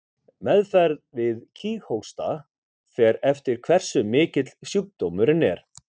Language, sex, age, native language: Icelandic, male, 50-59, Icelandic